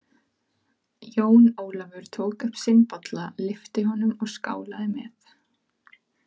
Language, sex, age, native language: Icelandic, female, 30-39, Icelandic